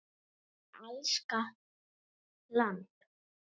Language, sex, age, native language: Icelandic, female, 9, Icelandic